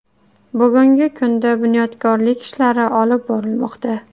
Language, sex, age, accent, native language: Uzbek, female, 18-24, Qashqadaryo, Uzbek